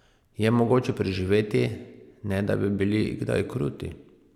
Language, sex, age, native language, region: Slovenian, male, 30-49, Slovenian, Pomurje region